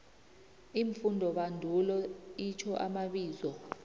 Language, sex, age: South Ndebele, female, 29